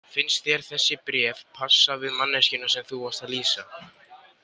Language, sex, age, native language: Icelandic, male, 18-19, Icelandic